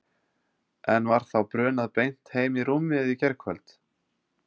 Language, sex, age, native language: Icelandic, male, 30-39, Icelandic